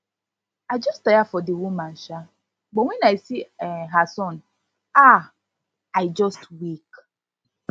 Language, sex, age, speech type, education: Nigerian Pidgin, female, 15-29, spontaneous, tertiary